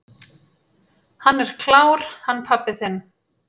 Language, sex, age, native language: Icelandic, female, 30-39, Icelandic